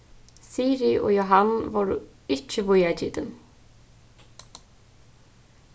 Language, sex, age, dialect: Faroese, female, 15-35, Suðurstreymoy